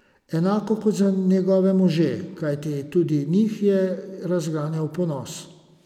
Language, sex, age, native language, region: Slovenian, male, 50-59, Slovenian, Savinja region